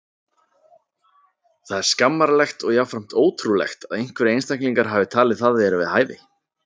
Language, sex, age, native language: Icelandic, male, 30-39, Icelandic